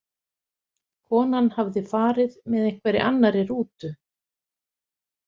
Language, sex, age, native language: Icelandic, female, 50-59, Icelandic